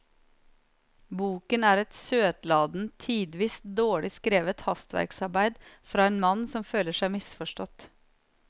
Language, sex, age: Norwegian, female, 39